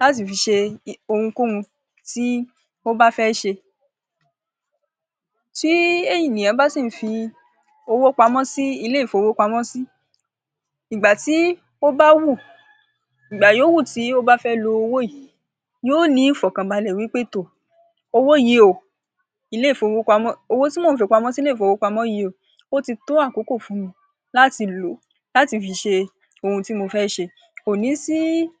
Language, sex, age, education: Yoruba, female, 46-60, secondary